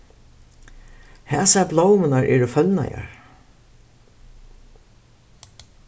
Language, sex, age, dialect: Faroese, female, 61+, Suðurstreymoy